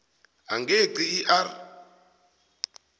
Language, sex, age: South Ndebele, male, 21